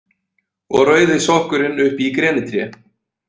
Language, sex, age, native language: Icelandic, male, 20-29, Icelandic